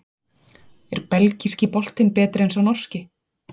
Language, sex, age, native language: Icelandic, female, 40-49, Icelandic